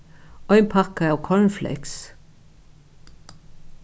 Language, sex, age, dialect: Faroese, female, 61+, Norðuroyggjar